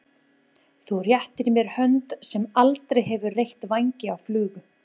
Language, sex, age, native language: Icelandic, female, 20-29, Icelandic